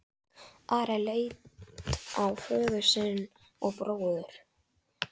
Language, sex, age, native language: Icelandic, male, 11, Icelandic